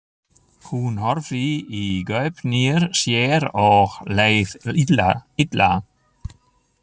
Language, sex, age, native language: Icelandic, male, 60-69, German